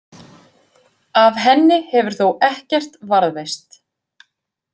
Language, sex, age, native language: Icelandic, female, 50-59, Icelandic